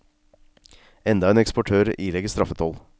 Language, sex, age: Norwegian, male, 36